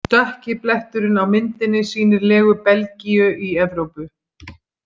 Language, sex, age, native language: Icelandic, female, 50-59, Icelandic